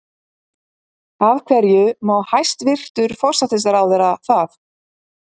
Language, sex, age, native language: Icelandic, female, 50-59, Icelandic